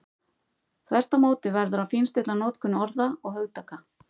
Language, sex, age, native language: Icelandic, female, 50-59, Icelandic